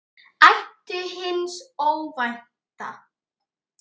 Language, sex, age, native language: Icelandic, male, 9, Icelandic